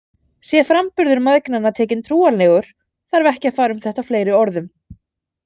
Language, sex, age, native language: Icelandic, female, 30-39, Icelandic